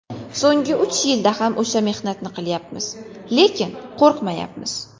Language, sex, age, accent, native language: Uzbek, female, 19-29, Qashqadaryo, Uzbek